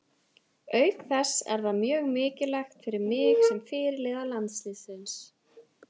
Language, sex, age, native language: Icelandic, female, 30-39, Icelandic